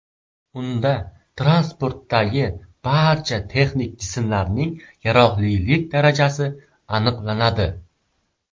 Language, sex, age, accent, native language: Uzbek, male, 12-17, Surxondaryo, Uzbek